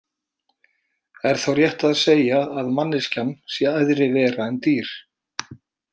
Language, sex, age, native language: Icelandic, male, 40-49, Icelandic